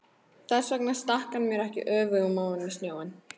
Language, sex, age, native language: Icelandic, female, 13, Icelandic